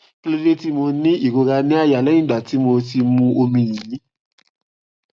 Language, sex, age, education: Yoruba, male, 15-29, tertiary